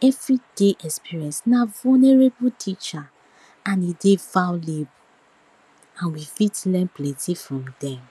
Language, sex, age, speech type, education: Nigerian Pidgin, female, 46-60, spontaneous, tertiary